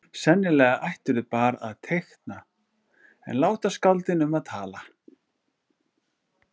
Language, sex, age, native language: Icelandic, male, 40-49, Icelandic